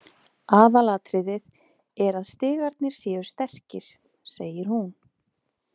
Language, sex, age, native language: Icelandic, female, 30-39, Icelandic